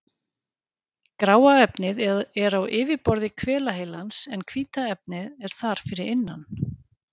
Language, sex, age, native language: Icelandic, female, 40-49, Icelandic